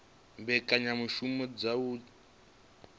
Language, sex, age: Venda, male, 25